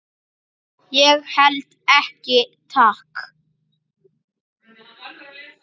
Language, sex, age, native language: Icelandic, male, 8, Icelandic